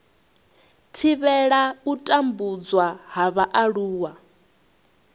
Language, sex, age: Venda, female, 21